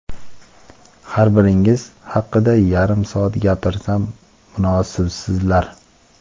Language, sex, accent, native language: Uzbek, male, Toshkent shahri, Uzbek